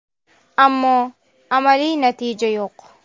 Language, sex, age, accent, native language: Uzbek, female, 19-29, Namangan, Uzbek